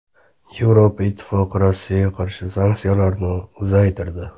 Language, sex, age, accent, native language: Uzbek, male, 25-34, Namangan, Uzbek